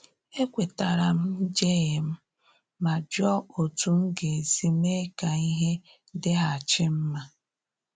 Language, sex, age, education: Igbo, female, 30-45, tertiary